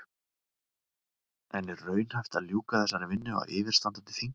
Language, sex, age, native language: Icelandic, male, 30-39, Icelandic